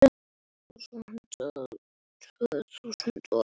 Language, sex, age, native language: Icelandic, male, 7, Icelandic